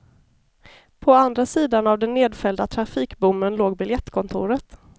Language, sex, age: Swedish, female, 33